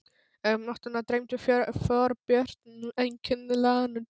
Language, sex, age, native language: Icelandic, male, 12, Polish